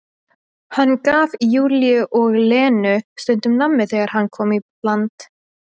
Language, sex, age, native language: Icelandic, female, 20-29, Icelandic